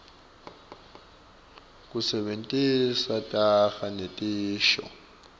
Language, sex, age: Swati, male, 24